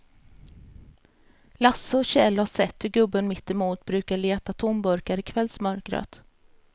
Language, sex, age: Swedish, female, 33